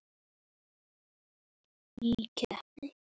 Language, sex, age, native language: Icelandic, male, 7, Icelandic